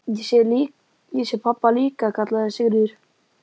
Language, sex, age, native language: Icelandic, male, 11, Icelandic